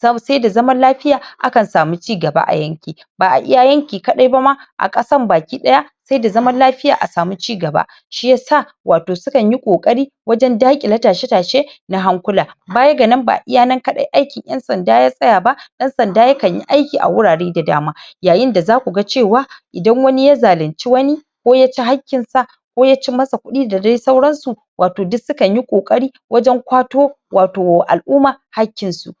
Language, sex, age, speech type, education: Hausa, female, 30-45, spontaneous, tertiary